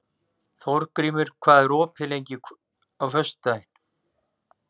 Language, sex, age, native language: Icelandic, male, 40-49, Icelandic